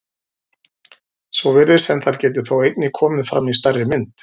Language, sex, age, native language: Icelandic, male, 40-49, Icelandic